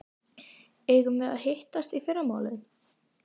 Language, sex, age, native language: Icelandic, female, 12, Icelandic